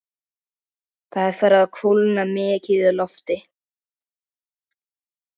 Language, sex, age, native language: Icelandic, male, 13, Icelandic